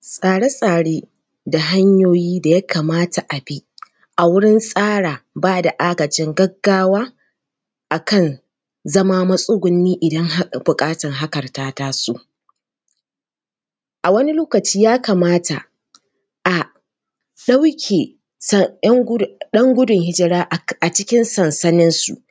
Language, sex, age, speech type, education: Hausa, female, 15-29, spontaneous, tertiary